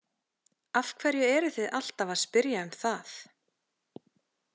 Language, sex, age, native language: Icelandic, female, 30-39, Icelandic